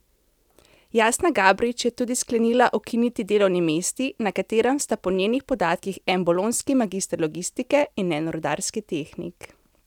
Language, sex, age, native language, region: Slovenian, female, 30-49, Slovenian, Central Slovenia